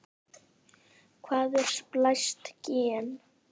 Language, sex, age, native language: Icelandic, male, 10, Icelandic